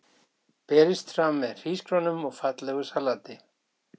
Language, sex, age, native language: Icelandic, male, 60-69, Icelandic